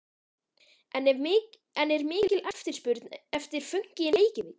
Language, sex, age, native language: Icelandic, male, 13, Icelandic